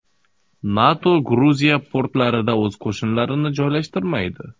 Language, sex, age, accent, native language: Uzbek, male, 25-34, Xorazm, Uzbek